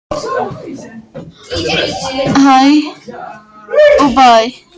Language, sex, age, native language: Icelandic, male, 13, Icelandic